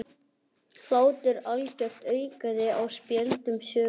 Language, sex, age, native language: Icelandic, male, 11, Icelandic